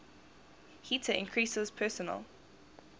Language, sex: English, female